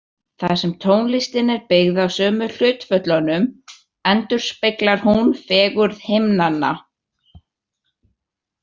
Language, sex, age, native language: Icelandic, male, 18-19, Icelandic